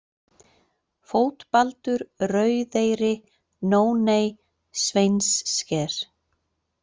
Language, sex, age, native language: Icelandic, female, 40-49, Icelandic